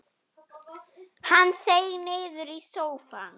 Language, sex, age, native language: Icelandic, female, 9, German